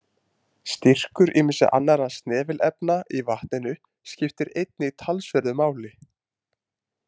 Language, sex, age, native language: Icelandic, male, 20-29, Icelandic